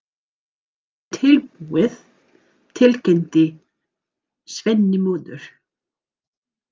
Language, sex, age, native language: Icelandic, female, 40-49, English